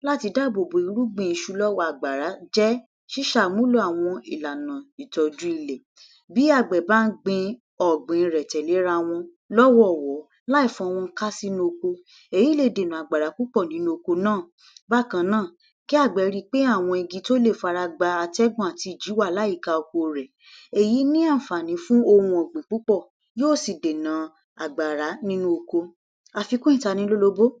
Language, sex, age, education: Yoruba, female, 60+, tertiary